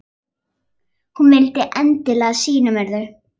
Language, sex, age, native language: Icelandic, female, 11, Icelandic